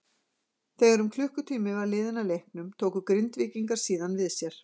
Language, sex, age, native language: Icelandic, female, 40-49, Icelandic